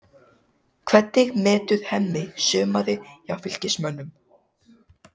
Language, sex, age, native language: Icelandic, male, 18-19, Icelandic